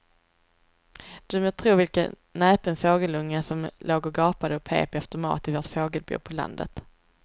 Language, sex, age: Swedish, female, 23